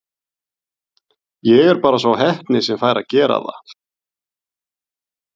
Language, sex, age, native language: Icelandic, male, 40-49, Icelandic